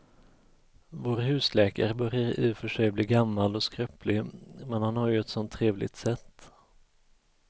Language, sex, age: Swedish, male, 34